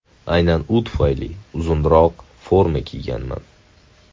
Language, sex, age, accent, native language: Uzbek, male, 18-24, Toshkent shahri, Uzbek